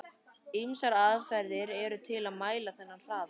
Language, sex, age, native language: Icelandic, female, 12, Icelandic